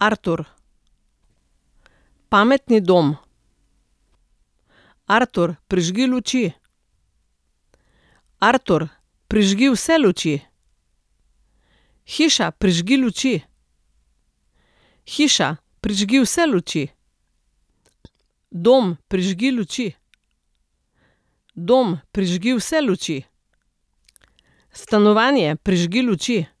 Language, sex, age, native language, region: Slovenian, female, 60+, Slovenian, Central Slovenia